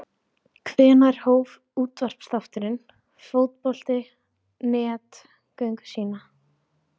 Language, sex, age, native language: Icelandic, female, 16, Icelandic